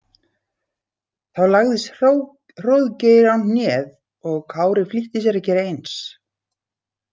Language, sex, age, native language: Icelandic, female, 60-69, Icelandic